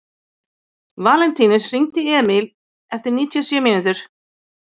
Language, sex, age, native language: Icelandic, female, 50-59, Icelandic